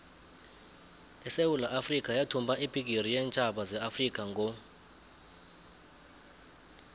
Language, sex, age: South Ndebele, male, 20